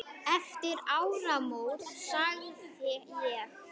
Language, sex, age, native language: Icelandic, male, 9, Icelandic